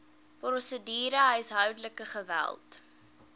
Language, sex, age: Afrikaans, female, 18